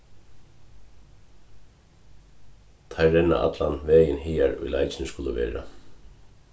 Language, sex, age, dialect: Faroese, male, 36-60, Suðurstreymoy